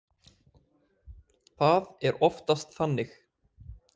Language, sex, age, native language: Icelandic, male, 20-29, Icelandic